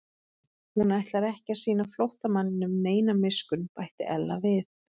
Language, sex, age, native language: Icelandic, female, 30-39, Icelandic